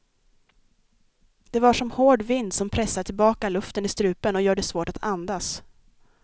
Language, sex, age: Swedish, female, 23